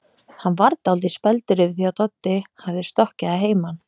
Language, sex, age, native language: Icelandic, female, 30-39, Icelandic